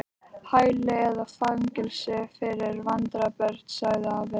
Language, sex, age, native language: Icelandic, other, 13, Icelandic